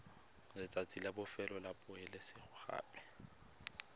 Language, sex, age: Tswana, male, 21